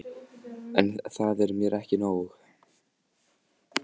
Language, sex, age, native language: Icelandic, male, 14, Icelandic